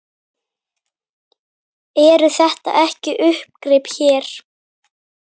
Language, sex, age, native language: Icelandic, female, 9, Icelandic